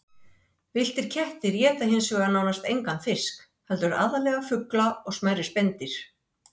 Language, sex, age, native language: Icelandic, female, 60-69, Icelandic